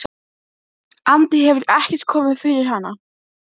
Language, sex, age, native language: Icelandic, female, 12, Icelandic